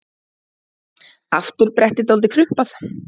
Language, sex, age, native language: Icelandic, female, 40-49, Icelandic